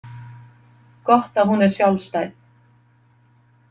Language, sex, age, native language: Icelandic, female, 50-59, Icelandic